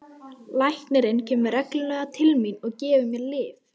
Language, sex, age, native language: Icelandic, female, 12, Icelandic